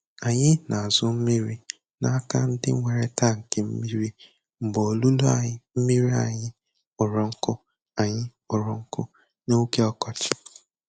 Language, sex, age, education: Igbo, male, 15-29, tertiary